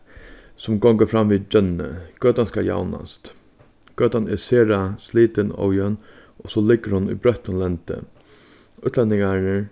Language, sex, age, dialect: Faroese, male, 15-35, Suðurstreymoy